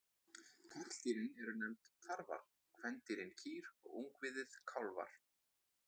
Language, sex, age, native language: Icelandic, male, 20-29, Icelandic